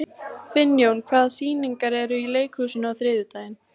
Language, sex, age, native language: Icelandic, female, 15, Icelandic